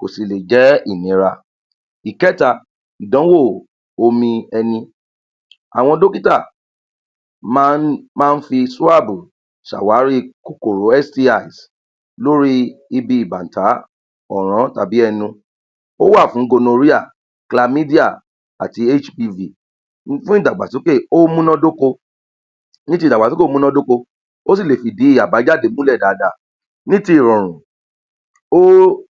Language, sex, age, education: Yoruba, male, 30-45, tertiary